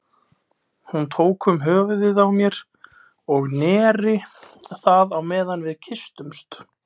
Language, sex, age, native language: Icelandic, male, 20-29, Icelandic